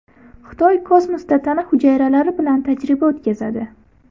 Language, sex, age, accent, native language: Uzbek, female, 18-24, Buxoro, Uzbek